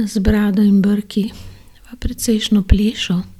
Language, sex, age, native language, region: Slovenian, female, 60+, Slovenian, Gorenjska region